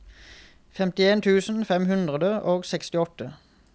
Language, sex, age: Norwegian, male, 31